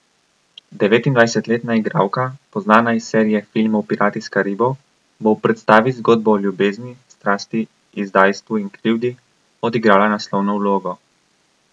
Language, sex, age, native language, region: Slovenian, male, 18-29, Slovenian, Coastal Karst region